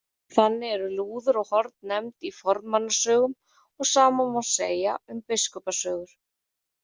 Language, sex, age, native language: Icelandic, female, 30-39, Icelandic